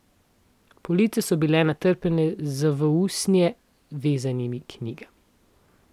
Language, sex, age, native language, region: Slovenian, female, 18-29, Slovenian, Central Slovenia